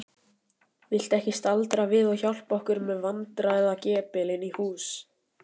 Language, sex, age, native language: Icelandic, male, 18-19, Icelandic